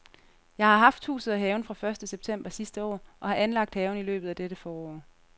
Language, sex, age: Danish, female, 30